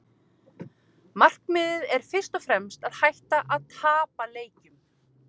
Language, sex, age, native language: Icelandic, female, 30-39, Icelandic